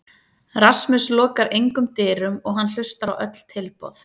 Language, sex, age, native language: Icelandic, female, 30-39, Icelandic